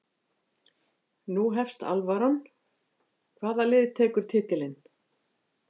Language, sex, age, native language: Icelandic, female, 50-59, Icelandic